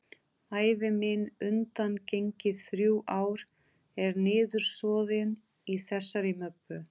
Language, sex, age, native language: Icelandic, female, 30-39, Portuguese